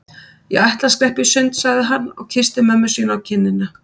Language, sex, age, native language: Icelandic, female, 50-59, Icelandic